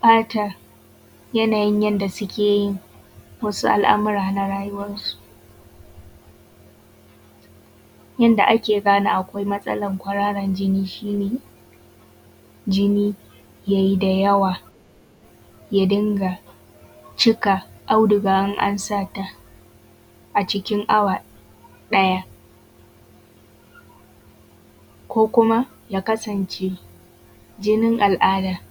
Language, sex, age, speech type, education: Hausa, female, 15-29, spontaneous, tertiary